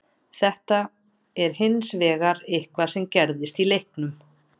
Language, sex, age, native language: Icelandic, female, 30-39, Icelandic